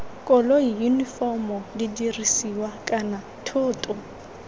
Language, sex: Tswana, female